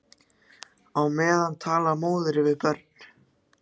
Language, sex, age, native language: Icelandic, other, 14, Icelandic